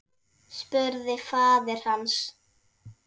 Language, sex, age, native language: Icelandic, female, 7, Icelandic